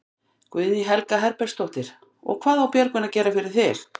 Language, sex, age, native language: Icelandic, female, 50-59, Icelandic